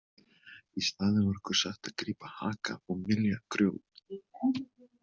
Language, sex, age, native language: Icelandic, male, 20-29, Icelandic